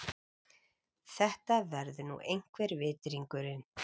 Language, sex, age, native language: Icelandic, female, 40-49, Icelandic